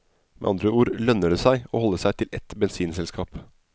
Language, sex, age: Norwegian, male, 27